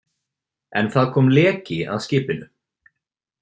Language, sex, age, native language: Icelandic, male, 20-29, Icelandic